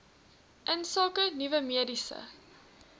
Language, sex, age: Afrikaans, female, 21